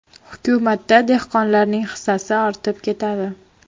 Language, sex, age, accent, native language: Uzbek, female, 12-17, Farg'ona, Uzbek